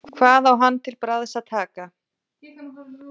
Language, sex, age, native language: Icelandic, female, 40-49, Icelandic